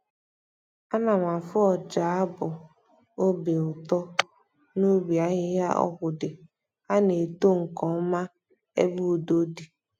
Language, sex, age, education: Igbo, female, 15-29, tertiary